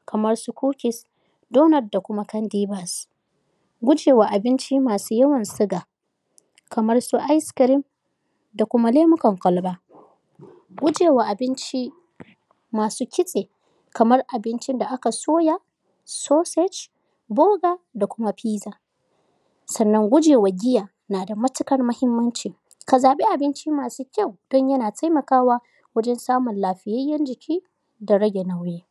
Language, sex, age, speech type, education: Hausa, female, 15-29, spontaneous, tertiary